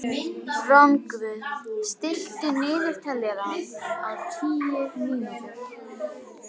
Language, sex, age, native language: Icelandic, female, 18-19, Icelandic